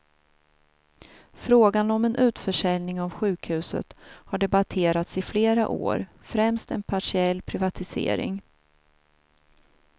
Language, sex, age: Swedish, female, 42